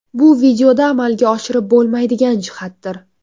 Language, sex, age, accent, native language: Uzbek, female, under 19, Toshkent viloyati, Uzbek